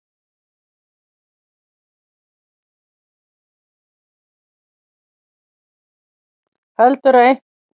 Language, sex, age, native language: Icelandic, female, 50-59, Icelandic